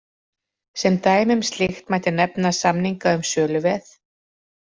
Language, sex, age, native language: Icelandic, female, 40-49, Icelandic